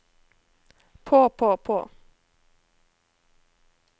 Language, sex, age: Norwegian, female, 21